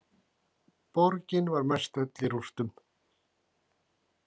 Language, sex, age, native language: Icelandic, male, 40-49, Icelandic